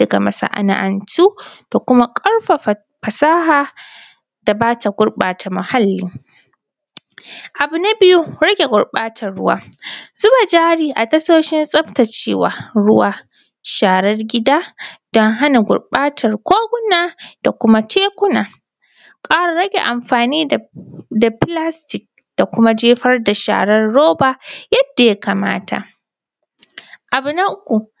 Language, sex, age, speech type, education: Hausa, female, 15-29, spontaneous, primary